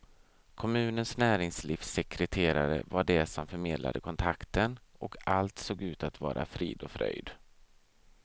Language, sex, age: Swedish, male, 32